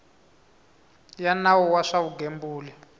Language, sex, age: Tsonga, male, 22